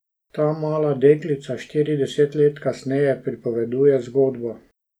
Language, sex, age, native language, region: Slovenian, male, 60+, Slovenian, Drava region